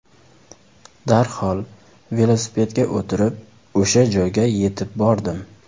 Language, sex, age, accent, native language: Uzbek, male, 19-29, Surxondaryo, Uzbek